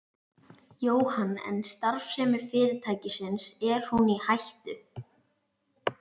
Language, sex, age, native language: Icelandic, female, 11, Icelandic